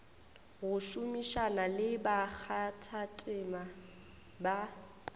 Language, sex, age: Northern Sotho, female, 21